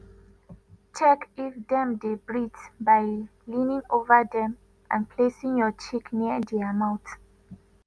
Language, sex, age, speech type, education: Nigerian Pidgin, female, 15-29, spontaneous, tertiary